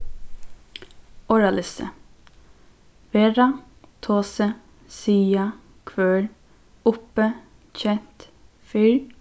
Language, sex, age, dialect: Faroese, female, 15-35, Suðurstreymoy